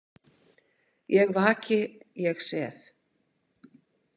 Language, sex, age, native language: Icelandic, female, 50-59, Icelandic